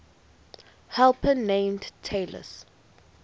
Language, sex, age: English, female, 19